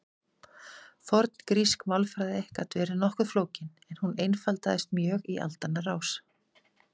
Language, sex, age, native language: Icelandic, female, 40-49, Icelandic